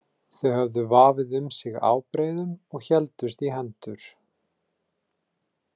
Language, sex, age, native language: Icelandic, male, 30-39, Icelandic